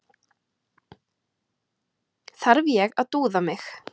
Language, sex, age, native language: Icelandic, female, 30-39, Icelandic